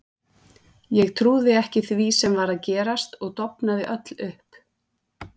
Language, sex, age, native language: Icelandic, female, 40-49, Icelandic